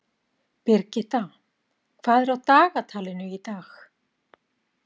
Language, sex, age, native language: Icelandic, female, 40-49, Icelandic